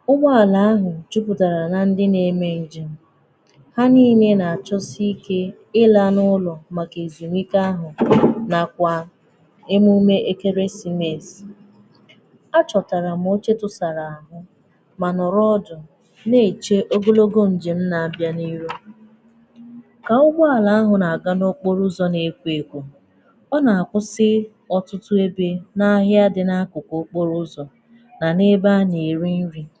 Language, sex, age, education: Igbo, female, 15-29, tertiary